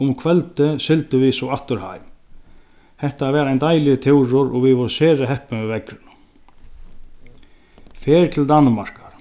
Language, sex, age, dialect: Faroese, male, 36-60, Sandoy